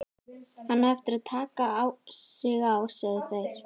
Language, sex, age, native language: Icelandic, female, 11, Icelandic